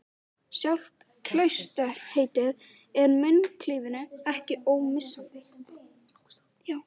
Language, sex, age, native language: Icelandic, female, 11, Icelandic